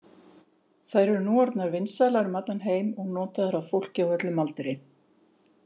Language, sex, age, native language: Icelandic, female, 50-59, Icelandic